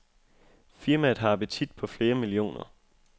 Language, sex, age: Danish, male, 25